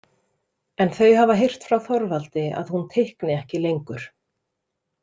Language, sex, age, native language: Icelandic, female, 30-39, Icelandic